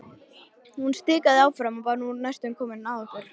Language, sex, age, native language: Icelandic, female, 13, Icelandic